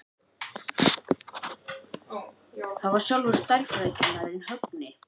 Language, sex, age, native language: Icelandic, male, 18-19, Icelandic